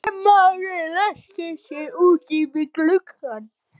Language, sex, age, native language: Icelandic, male, 11, Icelandic